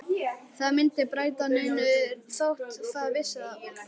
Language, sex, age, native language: Icelandic, male, 11, Icelandic